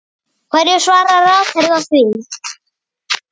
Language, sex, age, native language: Icelandic, female, 8, Icelandic